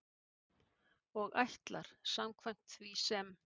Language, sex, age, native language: Icelandic, female, 50-59, Icelandic